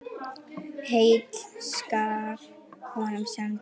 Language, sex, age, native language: Icelandic, female, 9, Icelandic